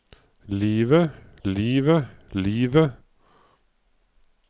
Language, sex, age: Norwegian, male, 55